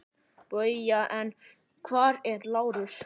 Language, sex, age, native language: Icelandic, male, 9, Icelandic